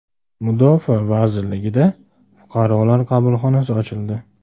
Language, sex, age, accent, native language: Uzbek, male, 19-29, Namangan, Uzbek